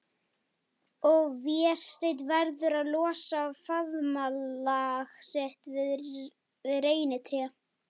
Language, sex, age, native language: Icelandic, male, 11, Icelandic